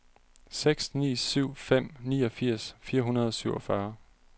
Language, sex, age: Danish, male, 30